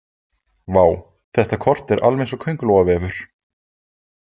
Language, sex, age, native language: Icelandic, male, 20-29, Icelandic